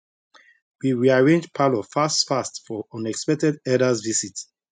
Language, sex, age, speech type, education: Nigerian Pidgin, male, 30-45, spontaneous, tertiary